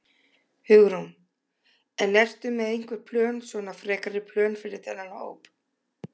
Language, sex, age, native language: Icelandic, female, 60-69, Icelandic